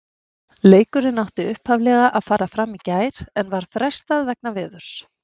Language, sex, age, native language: Icelandic, female, 40-49, Icelandic